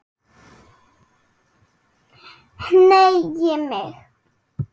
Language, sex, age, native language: Icelandic, female, 6, Icelandic